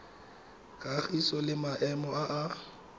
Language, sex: Tswana, male